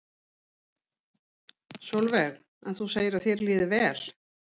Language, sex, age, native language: Icelandic, female, 50-59, Icelandic